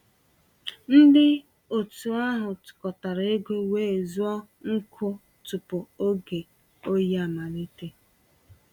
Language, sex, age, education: Igbo, female, 30-45, tertiary